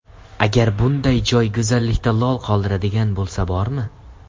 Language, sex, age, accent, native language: Uzbek, male, under 19, Samarqand, Uzbek